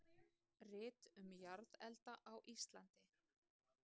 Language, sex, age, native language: Icelandic, female, 30-39, Icelandic